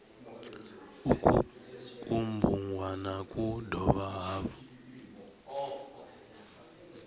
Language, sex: Venda, male